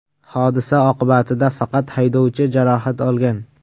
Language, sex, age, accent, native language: Uzbek, male, 25-34, Samarqand, Uzbek